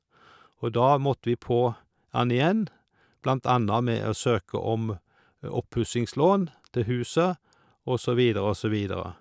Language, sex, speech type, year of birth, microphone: Norwegian, male, spontaneous, 1951, Shure